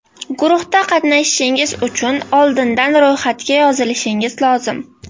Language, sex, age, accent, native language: Uzbek, female, 18-24, Namangan, Uzbek